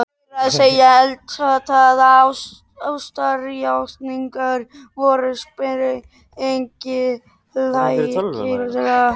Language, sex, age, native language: Icelandic, male, 13, Icelandic